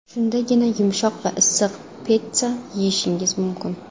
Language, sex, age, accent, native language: Uzbek, female, 18-24, Qashqadaryo, Uzbek